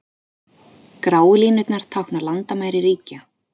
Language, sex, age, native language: Icelandic, female, 30-39, Icelandic